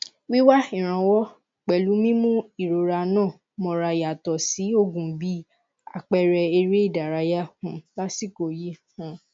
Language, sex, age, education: Yoruba, female, 15-29, tertiary